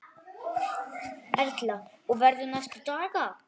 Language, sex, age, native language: Icelandic, male, 9, Icelandic